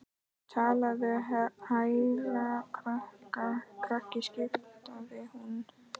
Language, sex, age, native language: Icelandic, male, 10, Icelandic